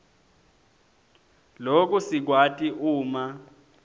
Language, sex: Swati, male